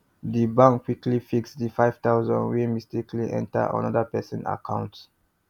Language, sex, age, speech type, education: Nigerian Pidgin, male, 30-45, spontaneous, tertiary